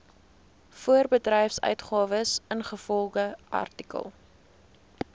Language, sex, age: Afrikaans, female, 19